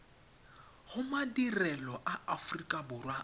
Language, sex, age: Tswana, male, 21